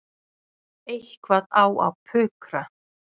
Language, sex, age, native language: Icelandic, female, 30-39, Icelandic